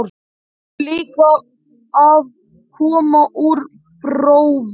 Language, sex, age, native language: Icelandic, male, 11, Icelandic